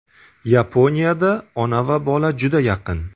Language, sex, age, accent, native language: Uzbek, male, 25-34, Buxoro, Uzbek